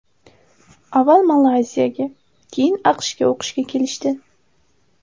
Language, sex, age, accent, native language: Uzbek, female, 18-24, Samarqand, Uzbek